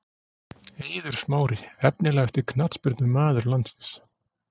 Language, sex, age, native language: Icelandic, male, 40-49, Icelandic